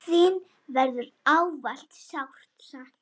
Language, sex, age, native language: Icelandic, female, 10, Icelandic